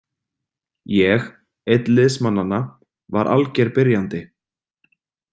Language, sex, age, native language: Icelandic, male, 30-39, Icelandic